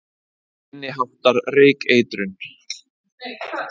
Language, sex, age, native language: Icelandic, male, 30-39, Icelandic